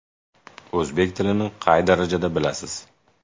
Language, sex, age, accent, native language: Uzbek, male, 18-24, Jizzax, Uzbek